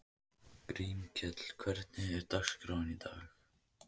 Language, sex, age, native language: Icelandic, male, 18-19, Icelandic